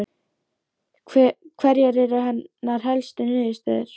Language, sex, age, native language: Icelandic, female, 12, Icelandic